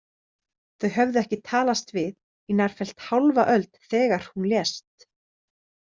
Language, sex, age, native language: Icelandic, female, 30-39, Icelandic